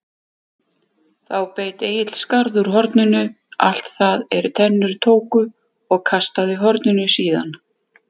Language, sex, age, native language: Icelandic, female, 50-59, Icelandic